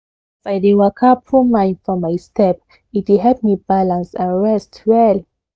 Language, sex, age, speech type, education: Nigerian Pidgin, female, 15-29, spontaneous, tertiary